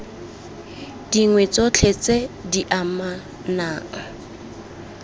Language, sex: Tswana, female